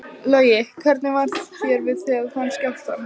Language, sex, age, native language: Icelandic, female, 15, Icelandic